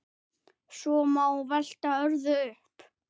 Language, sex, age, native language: Icelandic, male, 9, Icelandic